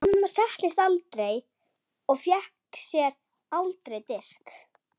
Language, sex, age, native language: Icelandic, male, 12, Icelandic